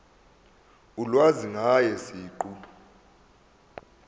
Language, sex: Zulu, male